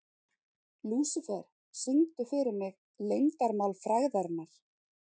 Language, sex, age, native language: Icelandic, female, 30-39, Icelandic